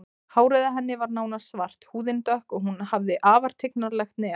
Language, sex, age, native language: Icelandic, female, 20-29, Icelandic